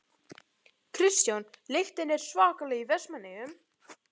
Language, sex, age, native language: Icelandic, male, 11, Icelandic